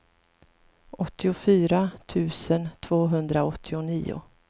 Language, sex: Swedish, female